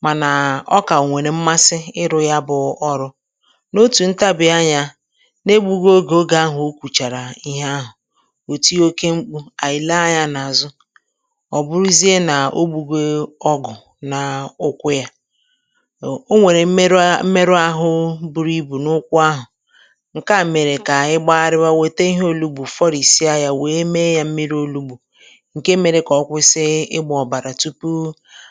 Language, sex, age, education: Igbo, female, 46-60, tertiary